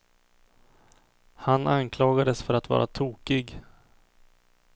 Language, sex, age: Swedish, male, 24